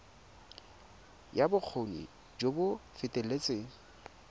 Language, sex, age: Tswana, male, 22